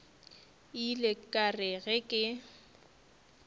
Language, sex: Northern Sotho, female